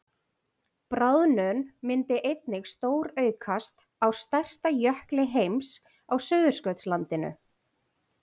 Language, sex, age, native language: Icelandic, female, 40-49, Icelandic